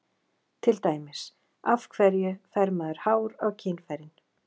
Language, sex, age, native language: Icelandic, female, 40-49, Icelandic